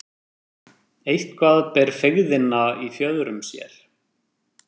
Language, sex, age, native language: Icelandic, male, 30-39, Icelandic